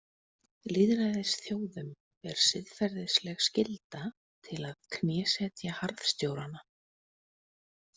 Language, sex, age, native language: Icelandic, female, 20-29, Icelandic